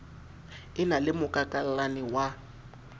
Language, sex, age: Southern Sotho, male, 20